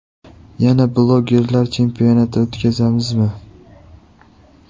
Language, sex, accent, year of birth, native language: Uzbek, male, Andijon, 2003, Uzbek